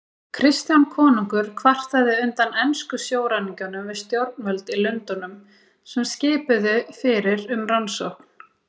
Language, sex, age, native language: Icelandic, female, 30-39, Icelandic